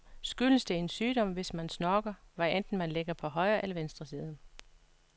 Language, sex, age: Danish, female, 56